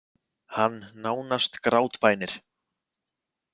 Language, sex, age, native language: Icelandic, male, 20-29, Icelandic